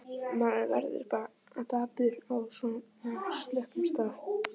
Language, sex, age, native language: Icelandic, male, 11, Icelandic